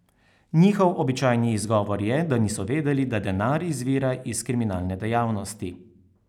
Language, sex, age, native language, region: Slovenian, male, 30-49, Slovenian, Carinthia region